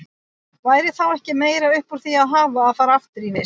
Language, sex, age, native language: Icelandic, female, 50-59, Icelandic